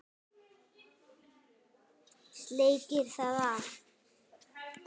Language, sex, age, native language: Icelandic, female, 9, Icelandic